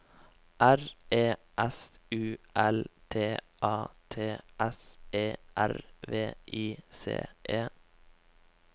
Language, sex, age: Norwegian, male, 21